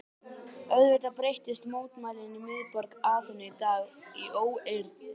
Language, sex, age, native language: Icelandic, male, 18-19, Icelandic